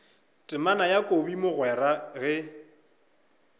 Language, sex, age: Northern Sotho, male, 25